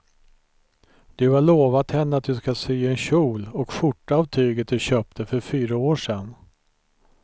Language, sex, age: Swedish, male, 43